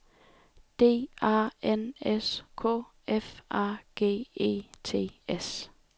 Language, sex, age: Danish, female, 28